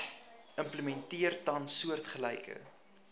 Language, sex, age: Afrikaans, male, 19